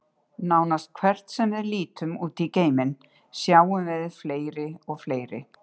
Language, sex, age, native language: Icelandic, female, 60-69, Icelandic